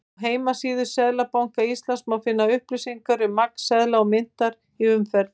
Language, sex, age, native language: Icelandic, female, 50-59, Icelandic